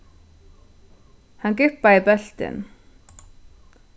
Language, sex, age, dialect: Faroese, female, 36-60, Suðurstreymoy